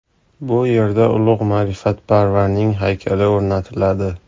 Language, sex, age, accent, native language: Uzbek, male, under 19, Farg'ona, Uzbek